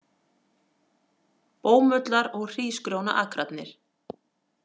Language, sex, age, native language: Icelandic, female, 40-49, Icelandic